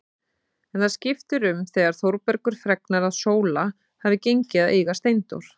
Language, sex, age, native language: Icelandic, female, 30-39, Icelandic